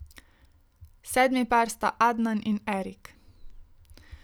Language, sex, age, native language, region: Slovenian, female, 18-29, Slovenian, Savinja region